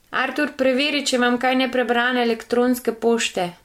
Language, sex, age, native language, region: Slovenian, female, 30-49, Slovenian, Gorenjska region